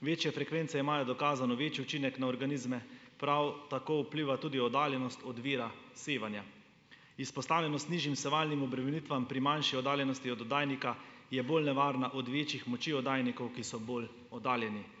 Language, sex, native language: Slovenian, male, Slovenian